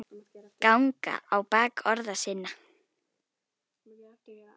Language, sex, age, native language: Icelandic, female, 10, Icelandic